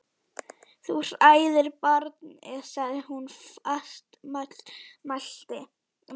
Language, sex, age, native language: Icelandic, female, 11, Icelandic